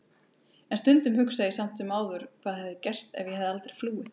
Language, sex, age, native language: Icelandic, female, 30-39, Icelandic